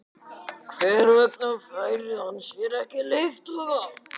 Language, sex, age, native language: Icelandic, male, 11, Icelandic